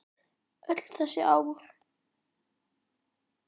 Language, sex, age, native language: Icelandic, male, 10, Icelandic